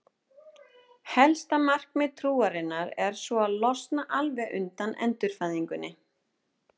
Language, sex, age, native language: Icelandic, female, 30-39, Icelandic